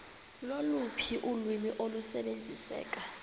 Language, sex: Xhosa, female